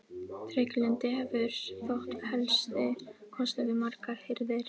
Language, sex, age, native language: Icelandic, female, 18-19, Icelandic